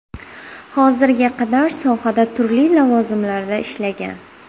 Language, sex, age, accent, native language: Uzbek, female, 18-24, Buxoro, Uzbek